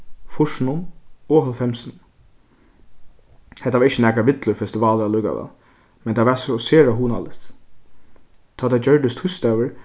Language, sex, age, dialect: Faroese, male, 15-35, Suðurstreymoy